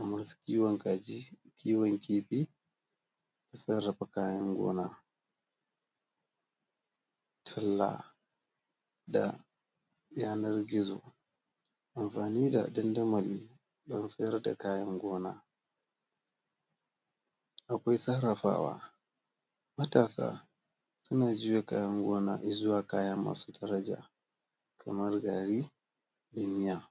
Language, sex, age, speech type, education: Hausa, male, 30-45, spontaneous, tertiary